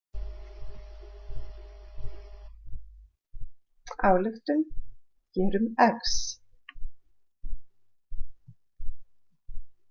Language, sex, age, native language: Icelandic, female, 40-49, Icelandic